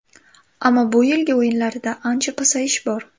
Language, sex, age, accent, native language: Uzbek, female, 18-24, Andijon, Uzbek